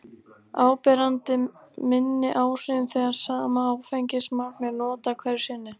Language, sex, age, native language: Icelandic, female, 18-19, Icelandic